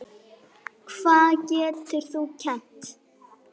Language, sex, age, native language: Icelandic, female, 8, Icelandic